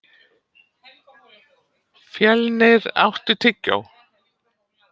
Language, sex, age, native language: Icelandic, female, 60-69, Icelandic